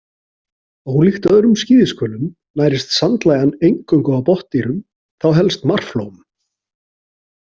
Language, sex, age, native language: Icelandic, male, 40-49, Icelandic